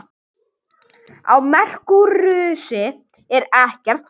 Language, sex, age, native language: Icelandic, male, 18-19, Icelandic